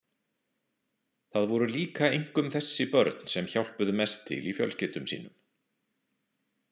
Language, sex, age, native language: Icelandic, male, 40-49, Icelandic